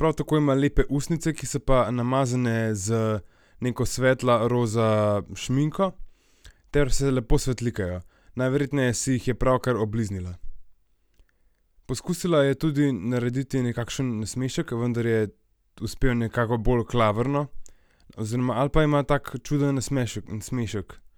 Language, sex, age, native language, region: Slovenian, male, 18-29, Slovenian, Gorenjska region